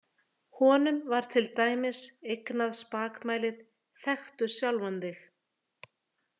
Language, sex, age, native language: Icelandic, female, 30-39, Icelandic